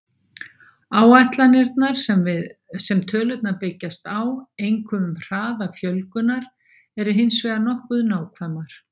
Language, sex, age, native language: Icelandic, female, 60-69, Icelandic